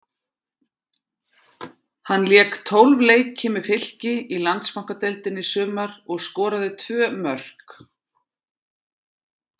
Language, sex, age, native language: Icelandic, female, 40-49, Icelandic